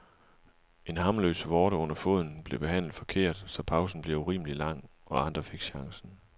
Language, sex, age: Danish, male, 37